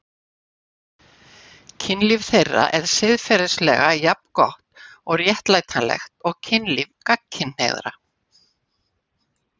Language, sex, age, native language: Icelandic, female, 60-69, Icelandic